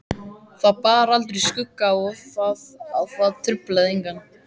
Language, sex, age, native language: Icelandic, male, 14, Icelandic